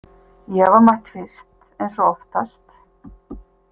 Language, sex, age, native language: Icelandic, female, 50-59, Icelandic